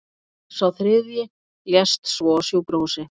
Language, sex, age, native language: Icelandic, female, 50-59, Icelandic